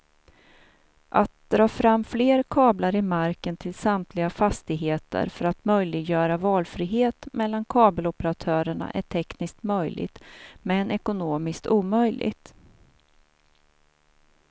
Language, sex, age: Swedish, female, 42